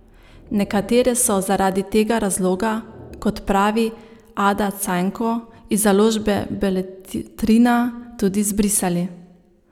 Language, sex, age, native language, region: Slovenian, female, 30-49, Slovenian, Savinja region